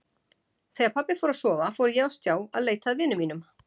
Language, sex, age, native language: Icelandic, female, 50-59, Icelandic